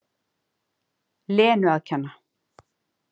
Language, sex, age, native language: Icelandic, female, 50-59, Icelandic